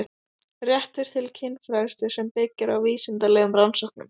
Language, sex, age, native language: Icelandic, female, 12, Icelandic